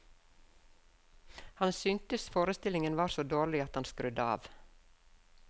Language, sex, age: Norwegian, female, 52